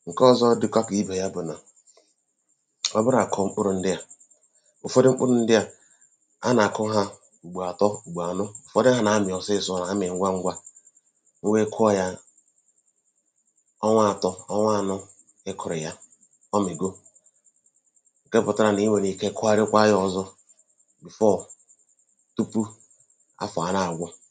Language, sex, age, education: Igbo, male, 30-45, tertiary